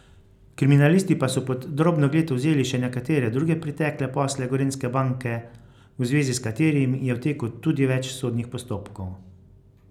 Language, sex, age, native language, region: Slovenian, male, 50-59, Slovenian, Carinthia region